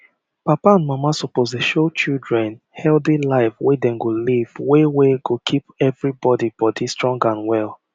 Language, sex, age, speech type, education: Nigerian Pidgin, male, 30-45, spontaneous, tertiary